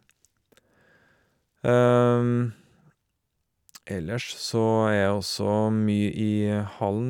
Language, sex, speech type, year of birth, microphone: Norwegian, male, spontaneous, 1970, Shure